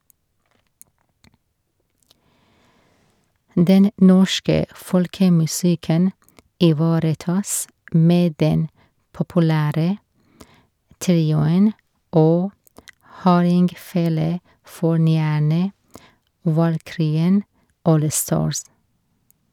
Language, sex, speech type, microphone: Norwegian, female, read, Shure